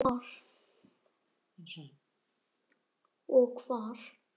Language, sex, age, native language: Icelandic, male, 9, Icelandic